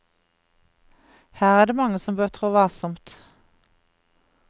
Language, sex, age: Norwegian, female, 50